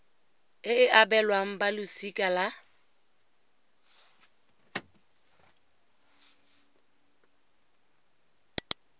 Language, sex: Tswana, female